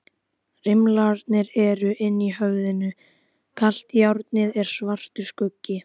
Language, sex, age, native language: Icelandic, female, 12, Icelandic